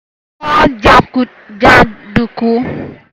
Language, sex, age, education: Yoruba, female, 15-29, tertiary